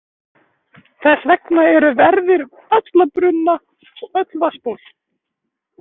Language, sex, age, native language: Icelandic, female, 20-29, Icelandic